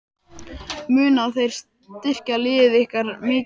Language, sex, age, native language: Icelandic, male, 12, Icelandic